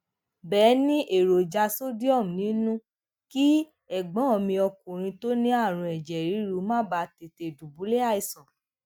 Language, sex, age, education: Yoruba, female, 15-29, tertiary